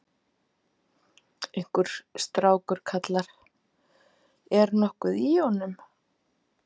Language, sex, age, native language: Icelandic, female, 50-59, Icelandic